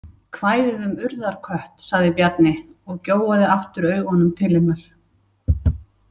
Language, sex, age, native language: Icelandic, female, 60-69, Icelandic